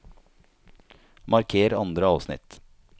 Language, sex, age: Norwegian, male, 30